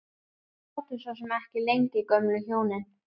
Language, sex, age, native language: Icelandic, female, 11, Icelandic